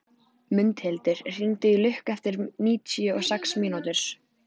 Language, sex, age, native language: Icelandic, female, 14, Icelandic